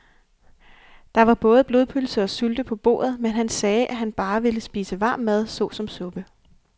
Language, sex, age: Danish, female, 28